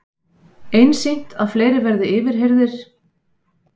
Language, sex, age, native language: Icelandic, female, 50-59, Icelandic